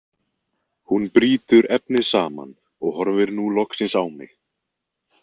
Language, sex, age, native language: Icelandic, male, 20-29, Icelandic